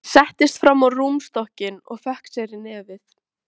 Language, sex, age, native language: Icelandic, female, 13, Icelandic